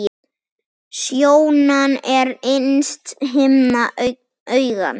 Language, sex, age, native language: Icelandic, male, 10, Icelandic